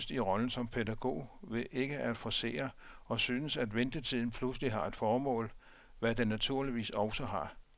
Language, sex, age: Danish, male, 57